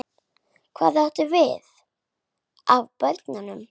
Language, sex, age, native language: Icelandic, male, 8, Icelandic